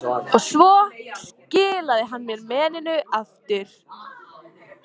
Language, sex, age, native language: Icelandic, female, 18-19, Icelandic